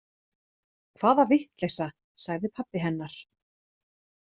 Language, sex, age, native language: Icelandic, female, 30-39, Icelandic